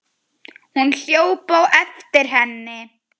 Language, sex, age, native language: Icelandic, female, 10, Icelandic